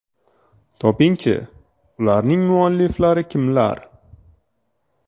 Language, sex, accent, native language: Uzbek, male, Toshkent shahri, Uzbek